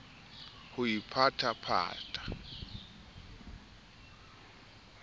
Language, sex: Southern Sotho, male